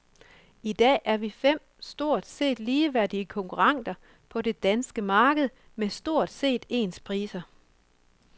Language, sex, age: Danish, female, 24